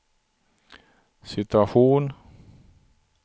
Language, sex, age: Swedish, male, 42